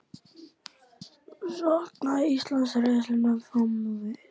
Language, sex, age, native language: Icelandic, male, 14, Icelandic